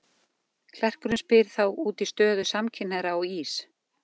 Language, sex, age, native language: Icelandic, female, 40-49, Icelandic